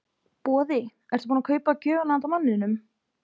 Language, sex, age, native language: Icelandic, female, 20-29, Icelandic